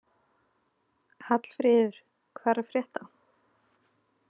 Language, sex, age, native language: Icelandic, female, 20-29, Icelandic